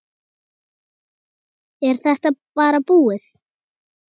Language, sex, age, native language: Icelandic, female, 8, Icelandic